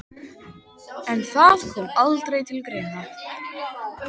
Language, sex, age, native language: Icelandic, male, 13, Icelandic